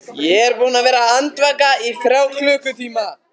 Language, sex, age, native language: Icelandic, male, 15, Icelandic